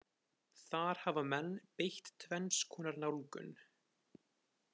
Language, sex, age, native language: Icelandic, male, 20-29, Icelandic